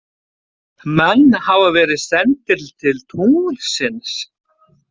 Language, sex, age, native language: Icelandic, male, 30-39, Icelandic